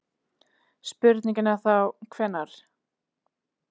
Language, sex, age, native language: Icelandic, female, 30-39, Icelandic